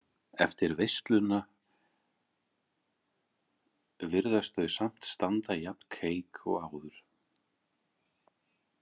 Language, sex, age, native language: Icelandic, male, 40-49, Icelandic